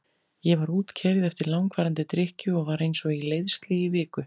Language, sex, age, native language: Icelandic, female, 40-49, Icelandic